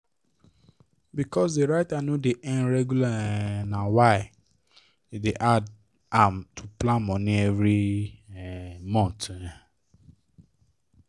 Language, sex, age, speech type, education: Nigerian Pidgin, male, 15-29, spontaneous, tertiary